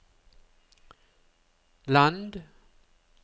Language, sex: Norwegian, male